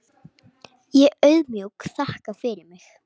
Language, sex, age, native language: Icelandic, female, 8, Icelandic